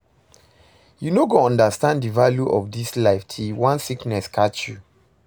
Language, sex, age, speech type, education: Nigerian Pidgin, male, 30-45, read, secondary